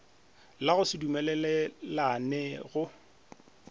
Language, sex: Northern Sotho, male